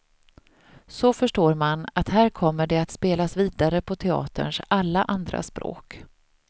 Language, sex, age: Swedish, female, 38